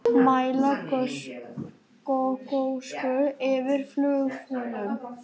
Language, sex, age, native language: Icelandic, male, 18-19, Icelandic